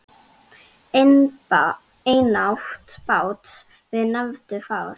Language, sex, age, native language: Icelandic, female, 10, Icelandic